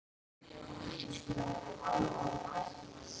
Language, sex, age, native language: Icelandic, male, 8, Icelandic